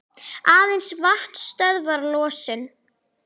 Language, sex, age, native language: Icelandic, female, 10, Icelandic